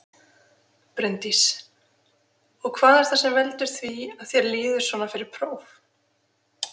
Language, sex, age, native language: Icelandic, female, 20-29, Icelandic